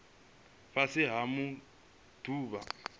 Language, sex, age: Venda, male, 25